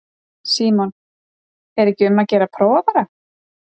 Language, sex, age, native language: Icelandic, female, 40-49, Icelandic